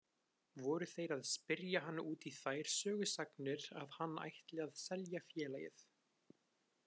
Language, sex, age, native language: Icelandic, male, 20-29, Icelandic